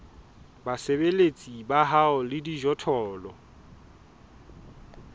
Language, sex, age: Southern Sotho, male, 20